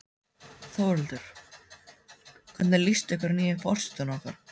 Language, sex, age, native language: Icelandic, male, 14, Icelandic